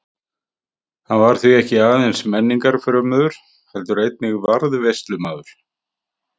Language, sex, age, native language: Icelandic, male, 50-59, Icelandic